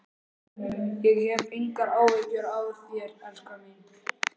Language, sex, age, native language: Icelandic, male, 11, Icelandic